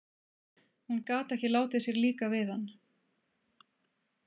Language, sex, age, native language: Icelandic, female, 30-39, Icelandic